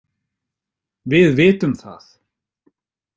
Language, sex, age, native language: Icelandic, male, 50-59, Icelandic